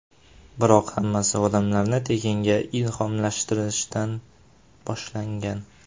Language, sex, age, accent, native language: Uzbek, male, 18-24, Farg'ona, Uzbek